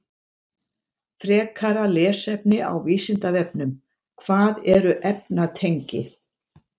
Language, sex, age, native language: Icelandic, female, 70-79, Icelandic